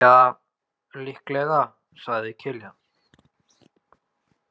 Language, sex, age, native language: Icelandic, male, 20-29, Icelandic